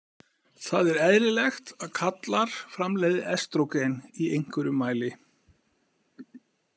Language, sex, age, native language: Icelandic, male, 40-49, Icelandic